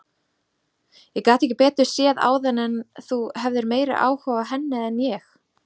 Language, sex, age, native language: Icelandic, female, 30-39, Icelandic